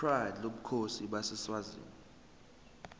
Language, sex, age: Zulu, male, 21